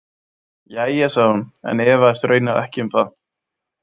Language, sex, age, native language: Icelandic, male, 20-29, Icelandic